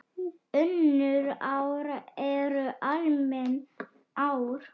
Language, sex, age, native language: Icelandic, female, 9, Icelandic